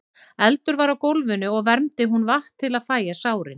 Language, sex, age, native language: Icelandic, female, 40-49, Icelandic